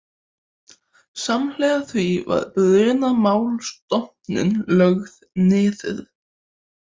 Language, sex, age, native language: Icelandic, male, 18-19, Icelandic